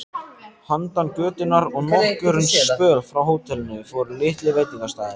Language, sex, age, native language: Icelandic, male, 14, Icelandic